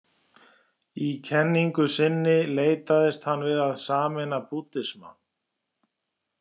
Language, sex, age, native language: Icelandic, male, 40-49, Icelandic